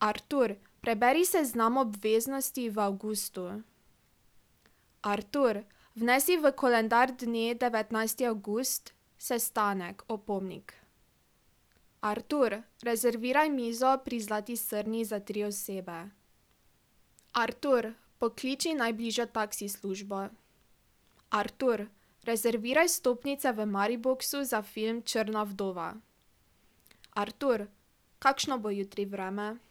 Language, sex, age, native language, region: Slovenian, female, 18-29, Slovenian, Drava region